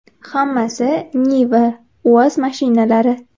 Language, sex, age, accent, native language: Uzbek, female, 18-24, Toshkent shahri, Uzbek